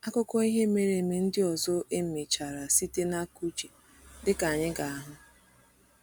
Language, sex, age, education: Igbo, female, 30-45, tertiary